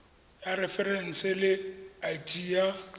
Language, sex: Tswana, male